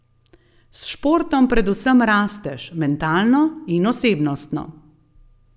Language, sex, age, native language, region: Slovenian, female, 50-59, Slovenian, Gorenjska region